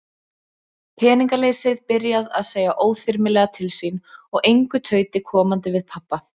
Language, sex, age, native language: Icelandic, female, 20-29, Icelandic